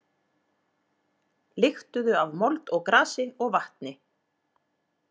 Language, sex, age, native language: Icelandic, female, 40-49, Icelandic